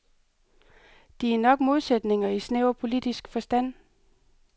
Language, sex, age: Danish, female, 38